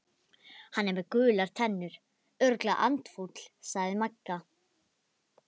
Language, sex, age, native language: Icelandic, female, 11, Icelandic